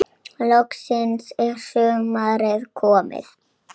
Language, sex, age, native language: Icelandic, female, 7, Icelandic